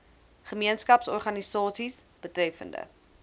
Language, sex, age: Afrikaans, female, 20